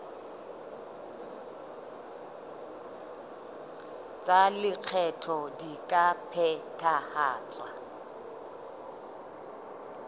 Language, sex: Southern Sotho, female